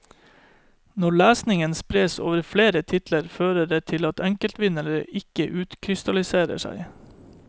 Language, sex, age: Norwegian, male, 31